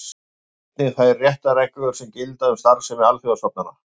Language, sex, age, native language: Icelandic, male, 50-59, Icelandic